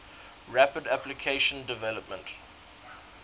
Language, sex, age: English, male, 19